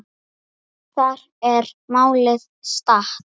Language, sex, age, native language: Icelandic, female, 8, Icelandic